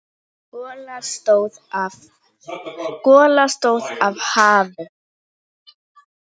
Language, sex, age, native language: Icelandic, female, 9, Icelandic